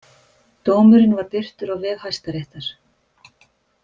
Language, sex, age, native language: Icelandic, female, 50-59, Icelandic